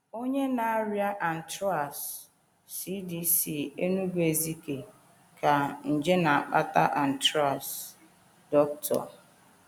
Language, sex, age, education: Igbo, female, 30-45, tertiary